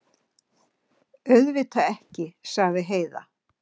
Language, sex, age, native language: Icelandic, female, 60-69, Icelandic